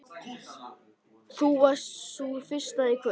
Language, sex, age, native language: Icelandic, male, 13, Icelandic